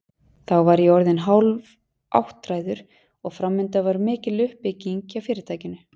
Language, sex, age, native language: Icelandic, female, 40-49, Icelandic